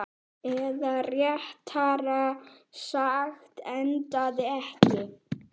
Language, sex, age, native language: Icelandic, female, 9, Icelandic